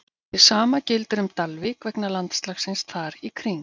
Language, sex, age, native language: Icelandic, female, 50-59, Icelandic